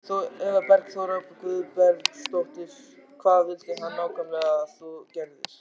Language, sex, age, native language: Icelandic, male, 14, Icelandic